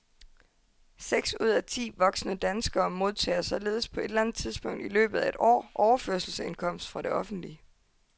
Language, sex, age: Danish, female, 22